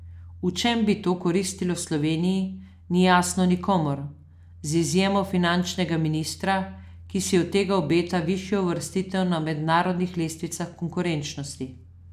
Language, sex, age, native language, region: Slovenian, female, 50-59, Slovenian, Southeast Slovenia